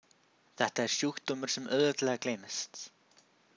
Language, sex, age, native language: Icelandic, male, 20-29, Icelandic